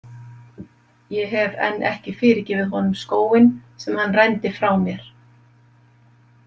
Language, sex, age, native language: Icelandic, female, 50-59, Icelandic